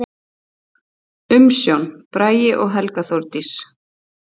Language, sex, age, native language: Icelandic, female, 8, Icelandic